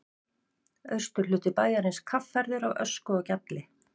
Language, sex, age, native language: Icelandic, female, 50-59, Icelandic